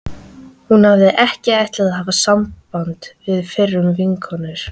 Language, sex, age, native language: Icelandic, female, 13, Icelandic